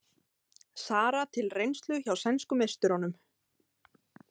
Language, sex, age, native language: Icelandic, female, 30-39, Icelandic